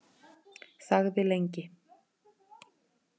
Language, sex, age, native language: Icelandic, female, 30-39, Icelandic